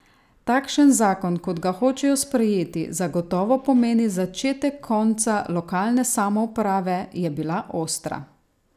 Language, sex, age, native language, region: Slovenian, female, 30-49, Slovenian, Savinja region